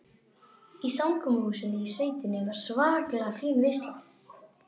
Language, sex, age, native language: Icelandic, female, 12, Icelandic